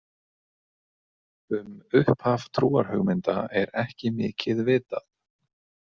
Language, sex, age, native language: Icelandic, male, 30-39, Icelandic